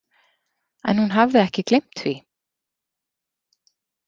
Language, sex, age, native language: Icelandic, female, 40-49, Icelandic